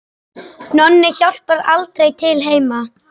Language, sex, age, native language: Icelandic, female, 10, Icelandic